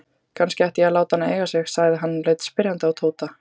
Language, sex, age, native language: Icelandic, female, 18-19, Icelandic